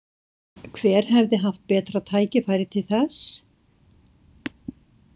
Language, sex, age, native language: Icelandic, female, 60-69, Icelandic